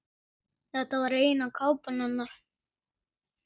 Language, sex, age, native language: Icelandic, male, 9, Icelandic